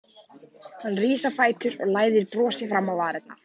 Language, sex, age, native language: Icelandic, male, 14, Icelandic